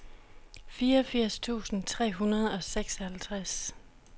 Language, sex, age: Danish, female, 26